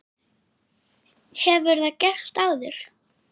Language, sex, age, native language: Icelandic, female, 9, Icelandic